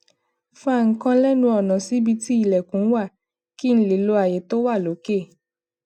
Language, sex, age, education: Yoruba, female, 15-29, secondary